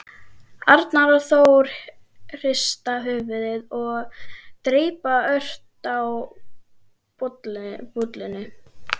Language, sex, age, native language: Icelandic, female, 12, Icelandic